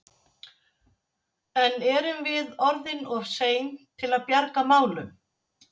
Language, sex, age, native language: Icelandic, female, 60-69, Icelandic